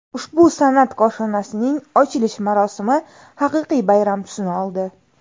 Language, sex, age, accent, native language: Uzbek, female, 18-24, Navoiy, Uzbek